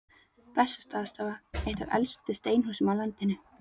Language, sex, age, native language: Icelandic, female, 13, Icelandic